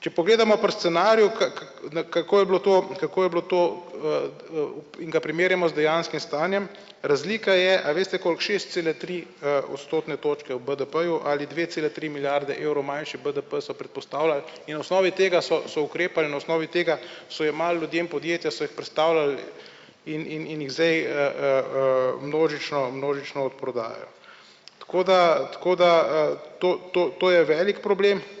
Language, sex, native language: Slovenian, male, Slovenian